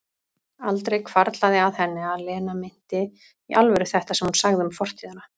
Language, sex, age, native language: Icelandic, female, 30-39, Icelandic